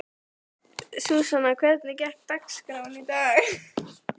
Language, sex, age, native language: Icelandic, female, 12, Icelandic